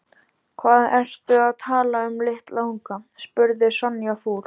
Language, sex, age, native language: Icelandic, male, 12, Icelandic